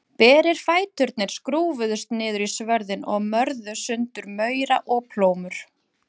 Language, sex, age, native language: Icelandic, female, 40-49, Icelandic